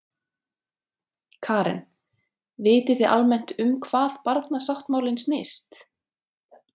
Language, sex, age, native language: Icelandic, female, 30-39, Icelandic